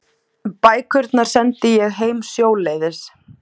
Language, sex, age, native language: Icelandic, female, 20-29, Icelandic